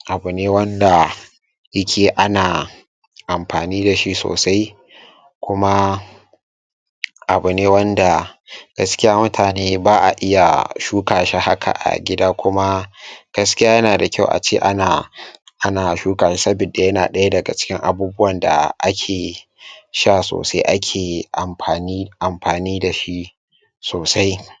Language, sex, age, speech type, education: Hausa, male, 15-29, spontaneous, tertiary